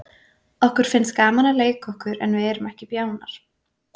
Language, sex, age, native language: Icelandic, female, 20-29, Icelandic